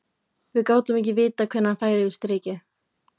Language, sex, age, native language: Icelandic, female, 15, Icelandic